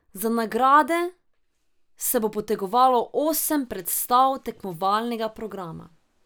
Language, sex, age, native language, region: Slovenian, female, 18-29, Slovenian, Drava region